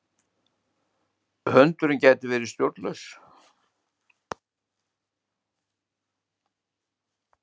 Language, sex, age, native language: Icelandic, male, 70-79, Icelandic